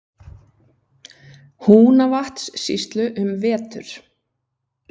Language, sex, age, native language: Icelandic, female, 50-59, Icelandic